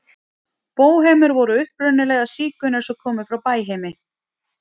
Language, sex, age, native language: Icelandic, female, 40-49, Icelandic